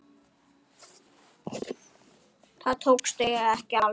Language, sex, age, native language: Icelandic, male, 9, Icelandic